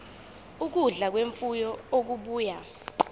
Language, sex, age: Zulu, female, 25